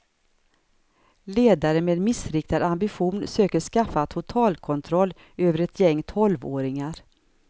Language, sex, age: Swedish, female, 59